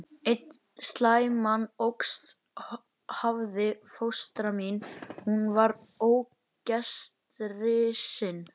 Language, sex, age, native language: Icelandic, male, 11, Icelandic